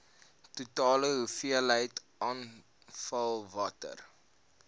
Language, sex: Afrikaans, male